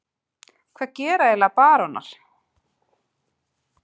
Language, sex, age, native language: Icelandic, female, 40-49, Icelandic